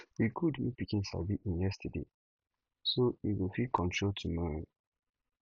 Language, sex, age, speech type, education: Nigerian Pidgin, male, 15-29, spontaneous, tertiary